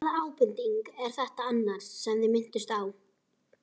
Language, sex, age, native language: Icelandic, female, 12, Icelandic